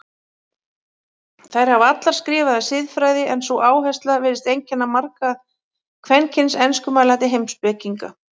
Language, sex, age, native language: Icelandic, female, 40-49, Icelandic